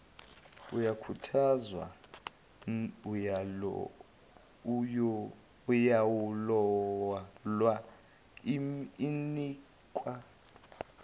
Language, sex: Zulu, male